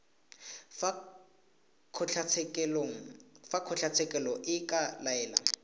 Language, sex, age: Tswana, male, 18